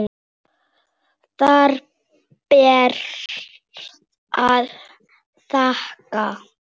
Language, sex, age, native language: Icelandic, female, 7, Icelandic